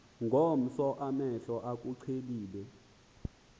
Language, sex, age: Xhosa, male, 20